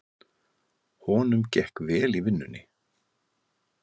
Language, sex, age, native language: Icelandic, male, 50-59, Icelandic